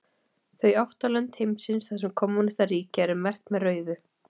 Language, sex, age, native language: Icelandic, female, 30-39, Icelandic